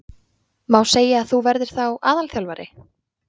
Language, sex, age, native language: Icelandic, female, 20-29, Icelandic